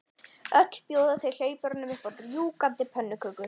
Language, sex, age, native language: Icelandic, female, 11, Icelandic